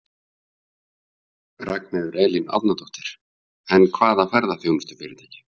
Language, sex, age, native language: Icelandic, male, 50-59, Icelandic